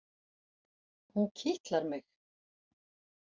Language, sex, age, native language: Icelandic, female, 40-49, Icelandic